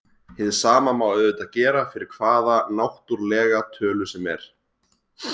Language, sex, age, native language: Icelandic, male, 20-29, Icelandic